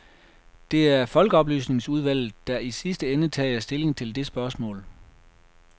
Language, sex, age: Danish, male, 33